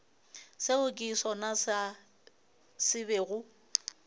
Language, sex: Northern Sotho, female